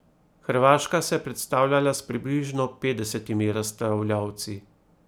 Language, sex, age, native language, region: Slovenian, male, 30-49, Slovenian, Primorsko-notranjska region